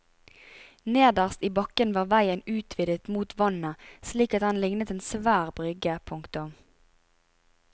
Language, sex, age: Norwegian, female, 25